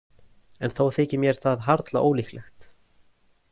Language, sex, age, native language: Icelandic, male, 20-29, Icelandic